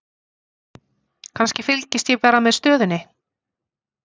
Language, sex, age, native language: Icelandic, female, 40-49, Icelandic